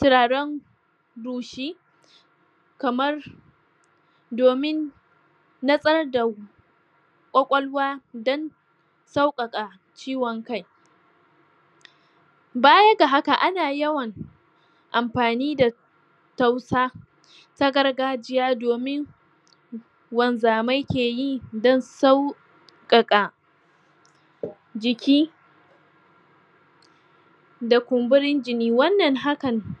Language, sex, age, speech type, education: Hausa, female, 46-60, spontaneous, tertiary